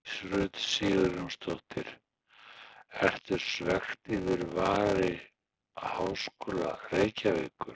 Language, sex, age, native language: Icelandic, male, 60-69, Icelandic